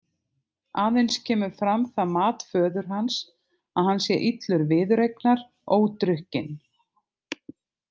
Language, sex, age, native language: Icelandic, other, 50-59, Icelandic